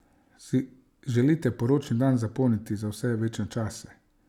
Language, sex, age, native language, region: Slovenian, male, 30-49, Slovenian, Savinja region